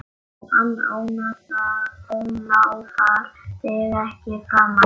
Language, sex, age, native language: Icelandic, male, 8, Icelandic